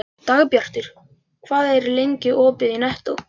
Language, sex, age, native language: Icelandic, male, 11, Icelandic